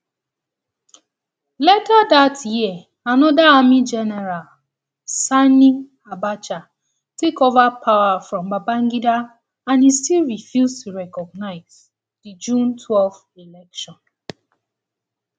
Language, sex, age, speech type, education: Nigerian Pidgin, female, 15-29, spontaneous, tertiary